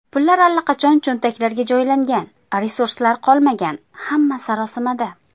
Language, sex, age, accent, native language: Uzbek, female, 25-34, Qashqadaryo, Uzbek